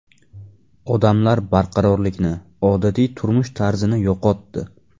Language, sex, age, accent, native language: Uzbek, male, 18-24, Namangan, Uzbek